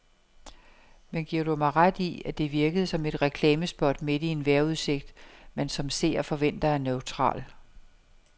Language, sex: Danish, female